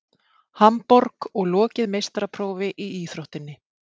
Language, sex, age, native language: Icelandic, female, 30-39, Icelandic